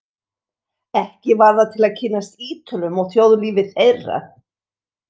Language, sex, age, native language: Icelandic, female, 60-69, English